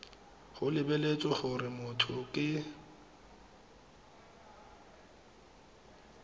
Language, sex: Tswana, male